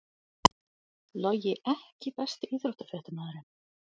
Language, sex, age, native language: Icelandic, other, 40-49, Icelandic